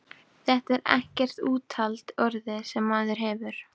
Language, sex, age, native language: Icelandic, female, 12, Icelandic